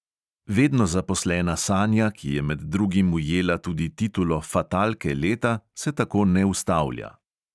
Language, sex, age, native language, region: Slovenian, male, 30-49, Slovenian, Central Slovenia